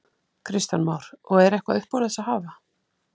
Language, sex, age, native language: Icelandic, female, 50-59, Icelandic